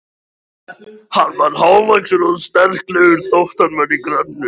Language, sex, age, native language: Icelandic, male, 13, Icelandic